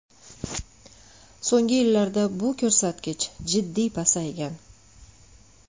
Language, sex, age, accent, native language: Uzbek, female, 35+, Andijon, Uzbek